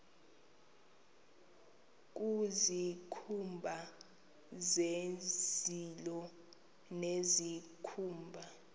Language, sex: Xhosa, female